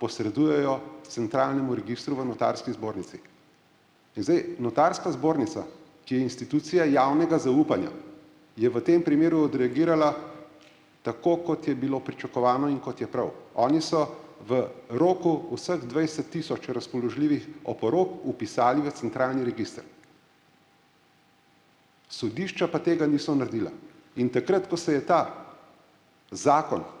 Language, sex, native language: Slovenian, male, Slovenian